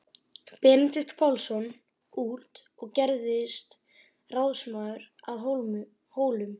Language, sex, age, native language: Icelandic, male, 12, Icelandic